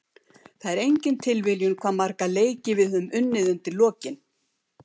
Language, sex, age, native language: Icelandic, female, 70-79, Icelandic